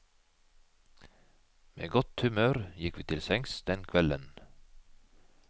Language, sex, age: Norwegian, male, 51